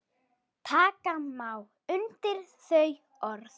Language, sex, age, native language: Icelandic, female, 7, Icelandic